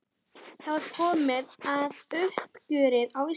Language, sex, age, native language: Icelandic, female, 11, Icelandic